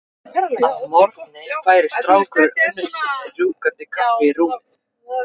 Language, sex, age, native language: Icelandic, male, 14, Icelandic